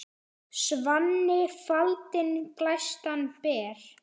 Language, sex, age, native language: Icelandic, male, 10, Icelandic